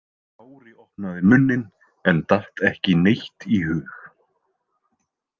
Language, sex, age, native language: Icelandic, male, 20-29, Icelandic